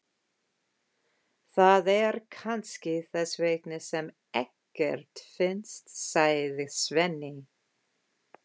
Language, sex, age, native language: Icelandic, female, 50-59, English